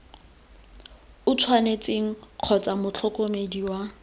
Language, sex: Tswana, female